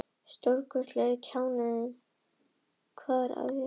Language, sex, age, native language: Icelandic, female, 18-19, Icelandic